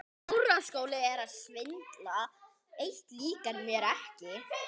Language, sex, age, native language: Icelandic, male, 9, Icelandic